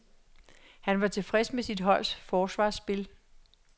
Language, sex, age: Danish, female, 66